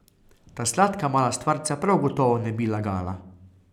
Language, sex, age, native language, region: Slovenian, male, 30-49, Slovenian, Carinthia region